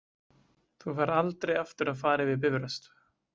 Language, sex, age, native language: Icelandic, male, 20-29, Icelandic